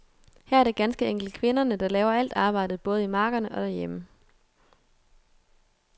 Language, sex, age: Danish, female, 22